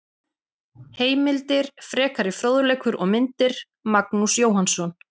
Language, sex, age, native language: Icelandic, female, 40-49, Icelandic